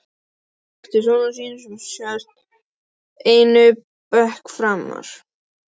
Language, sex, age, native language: Icelandic, male, 12, Icelandic